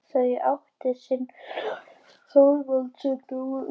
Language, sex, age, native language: Icelandic, female, 18-19, Icelandic